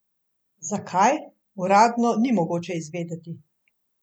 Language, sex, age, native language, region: Slovenian, female, 50-59, Slovenian, Central Slovenia